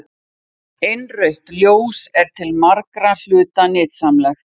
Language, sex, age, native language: Icelandic, female, 50-59, Icelandic